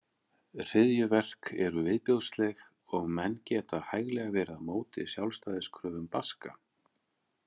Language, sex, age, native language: Icelandic, male, 40-49, Icelandic